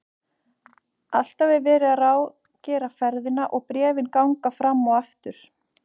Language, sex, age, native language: Icelandic, female, 40-49, Icelandic